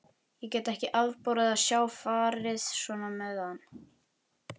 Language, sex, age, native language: Icelandic, male, 11, Icelandic